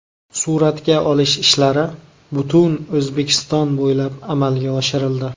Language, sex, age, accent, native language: Uzbek, male, 19-29, Namangan, Uzbek